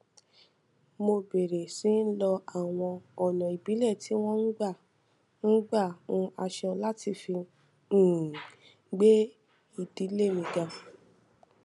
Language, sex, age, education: Yoruba, female, 15-29, tertiary